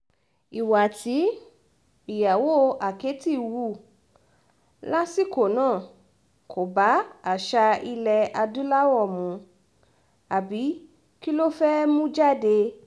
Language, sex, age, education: Yoruba, female, 15-29, tertiary